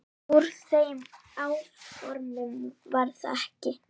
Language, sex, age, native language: Icelandic, female, 9, Icelandic